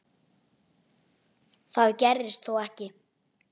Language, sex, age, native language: Icelandic, male, 9, Icelandic